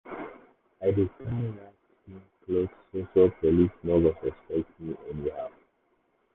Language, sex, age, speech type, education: Nigerian Pidgin, male, 15-29, spontaneous, secondary